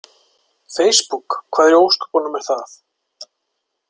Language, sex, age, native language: Icelandic, male, 40-49, Icelandic